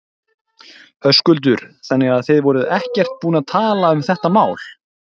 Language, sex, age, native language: Icelandic, male, 20-29, Icelandic